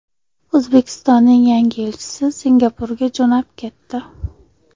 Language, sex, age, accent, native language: Uzbek, female, 25-34, Qashqadaryo, Uzbek